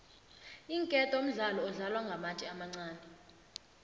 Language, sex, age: South Ndebele, female, 20